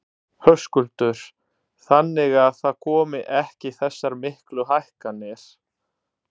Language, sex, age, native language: Icelandic, male, 30-39, Italian